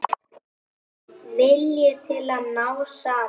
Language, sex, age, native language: Icelandic, female, 10, Icelandic